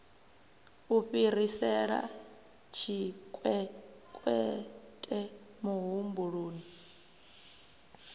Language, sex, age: Venda, female, 23